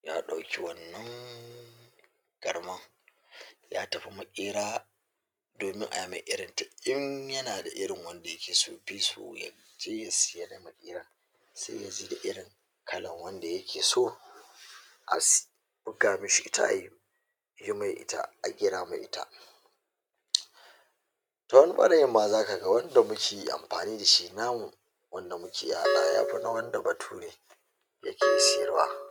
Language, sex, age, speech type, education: Hausa, male, 46-60, spontaneous, tertiary